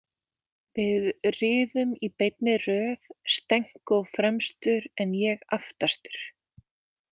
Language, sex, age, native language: Icelandic, female, 20-29, Icelandic